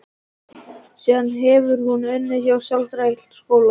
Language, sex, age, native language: Icelandic, male, 11, Icelandic